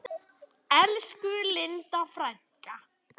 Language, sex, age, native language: Icelandic, male, 10, Icelandic